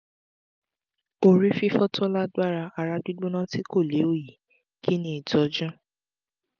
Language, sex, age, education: Yoruba, female, 15-29, tertiary